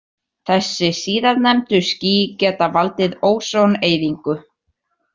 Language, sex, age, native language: Icelandic, male, 18-19, Icelandic